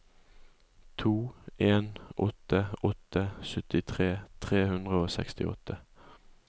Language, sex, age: Norwegian, male, 20